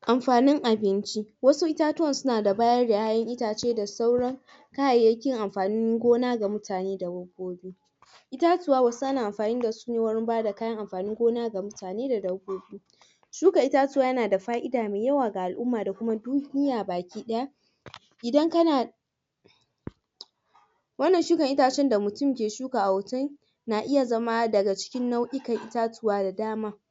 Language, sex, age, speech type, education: Hausa, female, 46-60, spontaneous, tertiary